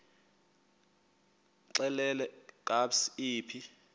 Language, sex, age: Xhosa, male, 22